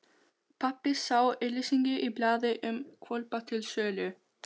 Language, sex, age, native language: Icelandic, female, 13, Albanian